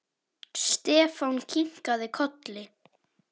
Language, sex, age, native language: Icelandic, female, 10, Icelandic